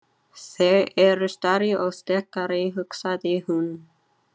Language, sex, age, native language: Icelandic, female, 30-39, Chinese